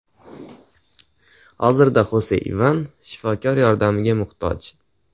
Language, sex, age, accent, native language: Uzbek, male, 18-24, Andijon, Uzbek